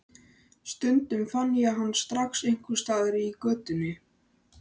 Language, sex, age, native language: Icelandic, male, 13, Icelandic